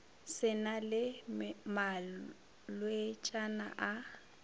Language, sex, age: Northern Sotho, female, 25